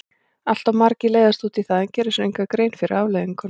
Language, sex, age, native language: Icelandic, female, 40-49, Icelandic